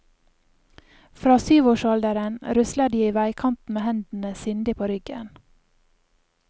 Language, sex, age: Norwegian, female, 28